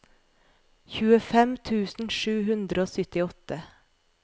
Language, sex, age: Norwegian, female, 41